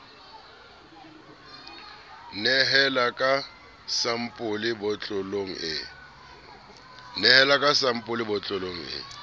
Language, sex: Southern Sotho, male